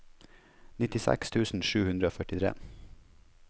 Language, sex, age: Norwegian, male, 21